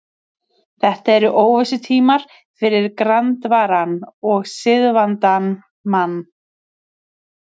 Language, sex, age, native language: Icelandic, female, 30-39, Icelandic